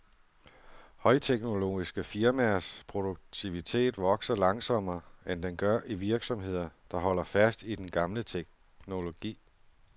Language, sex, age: Danish, male, 47